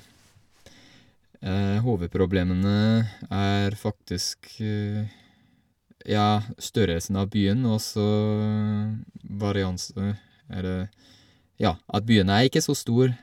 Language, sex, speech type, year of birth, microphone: Norwegian, male, spontaneous, 1983, Shure